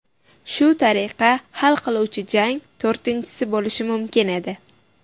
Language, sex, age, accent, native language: Uzbek, female, 19-29, Buxoro, Uzbek